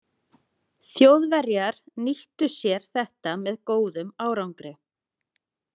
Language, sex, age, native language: Icelandic, female, 30-39, Icelandic